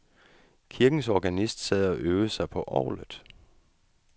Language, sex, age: Danish, male, 35